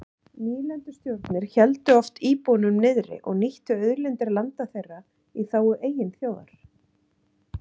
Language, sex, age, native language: Icelandic, female, 40-49, Icelandic